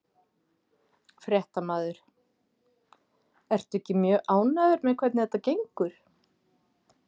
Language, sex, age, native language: Icelandic, female, 50-59, Icelandic